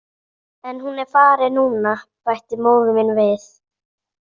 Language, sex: Icelandic, female